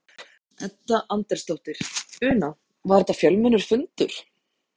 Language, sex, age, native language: Icelandic, female, 30-39, Icelandic